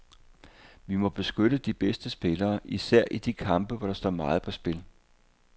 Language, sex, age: Danish, male, 58